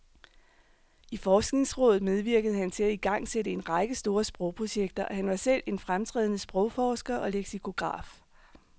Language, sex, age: Danish, female, 39